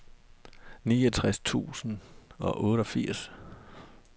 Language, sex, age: Danish, male, 32